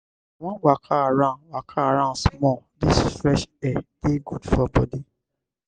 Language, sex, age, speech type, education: Nigerian Pidgin, male, 60+, spontaneous, tertiary